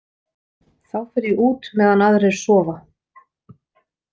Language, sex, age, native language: Icelandic, female, 40-49, Icelandic